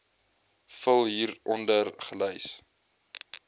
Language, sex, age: Afrikaans, male, 22